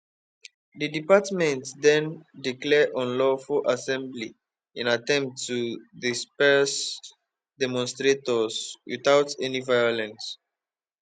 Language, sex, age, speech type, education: Nigerian Pidgin, male, 15-29, spontaneous, tertiary